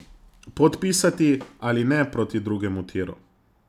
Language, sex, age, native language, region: Slovenian, male, 30-49, Slovenian, Zasavska region